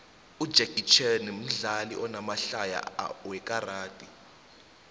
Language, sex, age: South Ndebele, male, 19